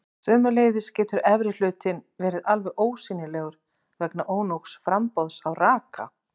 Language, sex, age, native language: Icelandic, female, 40-49, Icelandic